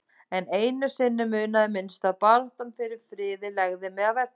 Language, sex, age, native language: Icelandic, female, 30-39, Icelandic